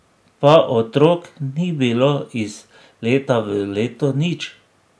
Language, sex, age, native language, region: Slovenian, male, 60+, Slovenian, Drava region